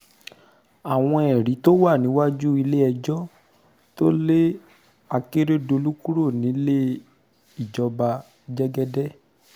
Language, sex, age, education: Yoruba, male, 30-45, secondary